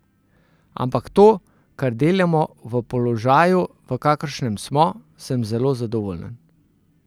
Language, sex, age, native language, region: Slovenian, male, 30-49, Slovenian, Central Slovenia